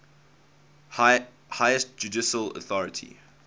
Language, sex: English, male